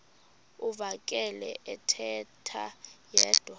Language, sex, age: Xhosa, female, 26